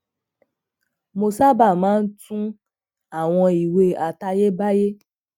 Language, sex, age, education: Yoruba, female, 15-29, tertiary